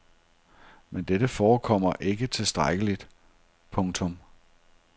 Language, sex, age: Danish, male, 42